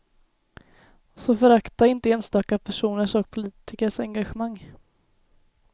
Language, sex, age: Swedish, female, 19